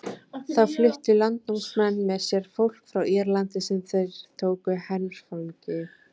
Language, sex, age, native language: Icelandic, female, 18-19, Icelandic